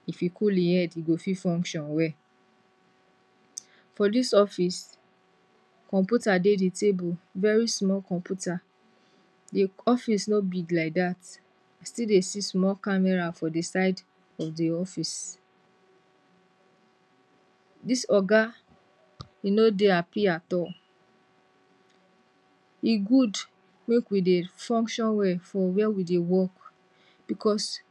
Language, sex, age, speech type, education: Nigerian Pidgin, female, 60+, spontaneous, tertiary